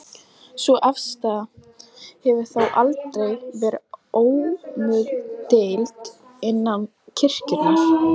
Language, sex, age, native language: Icelandic, female, 12, Icelandic